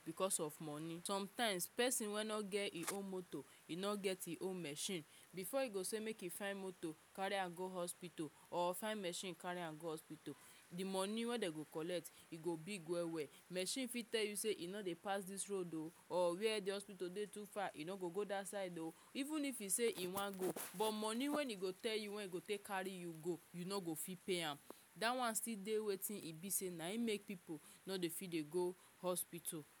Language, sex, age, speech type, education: Nigerian Pidgin, female, 46-60, spontaneous, tertiary